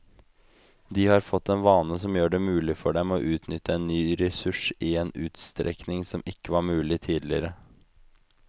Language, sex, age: Norwegian, male, 25